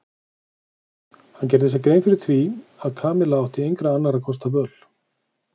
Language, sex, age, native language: Icelandic, male, 40-49, Icelandic